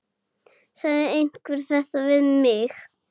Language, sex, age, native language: Icelandic, female, 6, Icelandic